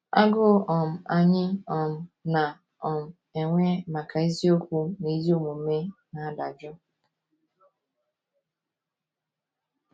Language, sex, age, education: Igbo, female, 15-29, tertiary